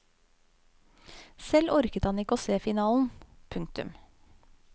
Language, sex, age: Norwegian, female, 35